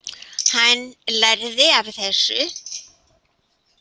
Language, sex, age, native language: Icelandic, female, 80-89, Icelandic